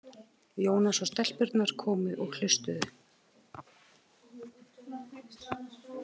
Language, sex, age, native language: Icelandic, female, 30-39, Icelandic